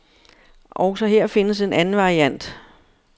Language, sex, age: Danish, female, 59